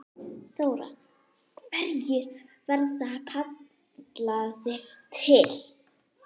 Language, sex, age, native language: Icelandic, female, 9, Icelandic